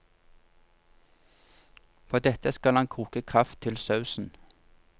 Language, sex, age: Norwegian, male, 47